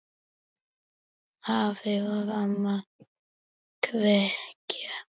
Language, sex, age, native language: Icelandic, female, 7, Icelandic